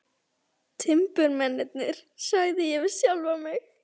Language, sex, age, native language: Icelandic, female, 11, Icelandic